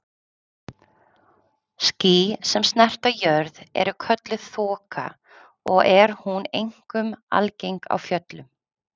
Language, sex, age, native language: Icelandic, female, 30-39, Icelandic